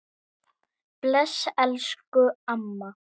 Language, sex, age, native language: Icelandic, male, 7, Icelandic